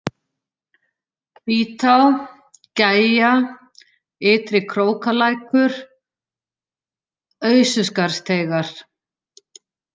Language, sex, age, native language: Icelandic, female, 40-49, Icelandic